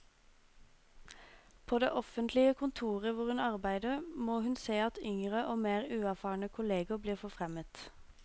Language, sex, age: Norwegian, female, 26